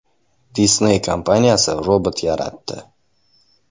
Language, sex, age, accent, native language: Uzbek, male, 18-24, Andijon, Uzbek